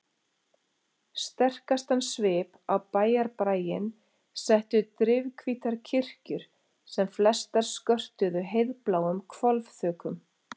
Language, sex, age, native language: Icelandic, female, 40-49, Icelandic